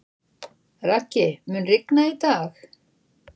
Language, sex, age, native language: Icelandic, female, 60-69, Icelandic